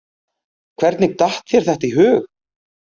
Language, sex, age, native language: Icelandic, male, 30-39, Icelandic